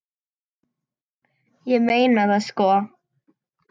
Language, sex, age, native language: Icelandic, male, 10, Icelandic